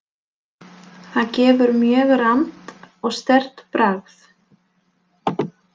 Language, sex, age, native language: Icelandic, female, 20-29, Polish